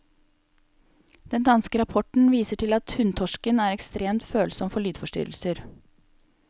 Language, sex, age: Norwegian, female, 28